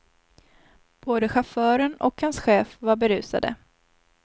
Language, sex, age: Swedish, female, 19